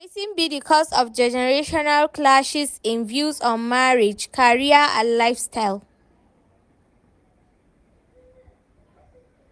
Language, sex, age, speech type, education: Nigerian Pidgin, female, 15-29, read, tertiary